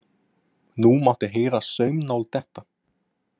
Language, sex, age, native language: Icelandic, male, 20-29, Icelandic